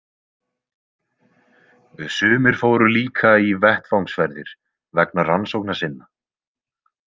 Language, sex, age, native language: Icelandic, male, 20-29, Icelandic